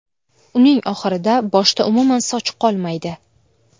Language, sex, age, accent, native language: Uzbek, female, 19-29, Navoiy, Uzbek